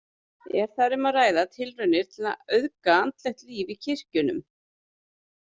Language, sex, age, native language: Icelandic, female, 30-39, Icelandic